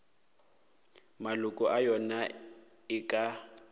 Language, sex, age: Northern Sotho, male, 18